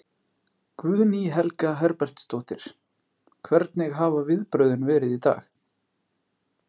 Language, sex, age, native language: Icelandic, male, 30-39, Icelandic